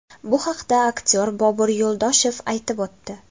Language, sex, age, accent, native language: Uzbek, female, 18-24, Toshkent viloyati, Uzbek